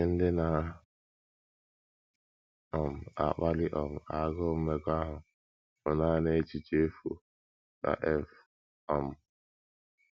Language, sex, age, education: Igbo, male, 15-29, tertiary